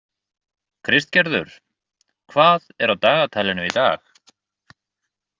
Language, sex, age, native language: Icelandic, male, 30-39, Icelandic